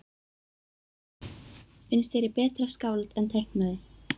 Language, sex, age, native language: Icelandic, female, 12, Icelandic